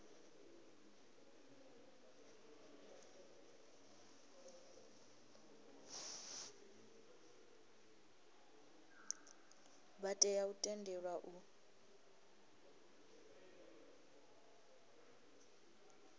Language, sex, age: Venda, female, 20